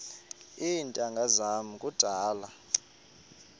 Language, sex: Xhosa, male